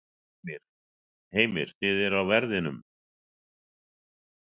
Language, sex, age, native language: Icelandic, male, 60-69, Icelandic